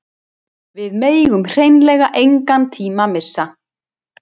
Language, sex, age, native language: Icelandic, female, 60-69, Icelandic